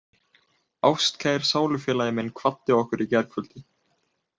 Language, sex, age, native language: Icelandic, male, 18-19, Icelandic